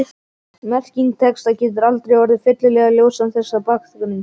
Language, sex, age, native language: Icelandic, male, 11, Icelandic